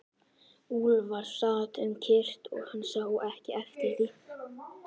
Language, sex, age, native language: Icelandic, male, 11, Icelandic